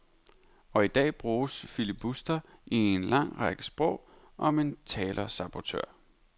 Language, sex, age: Danish, male, 31